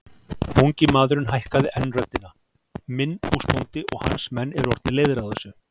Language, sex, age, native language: Icelandic, male, 40-49, Icelandic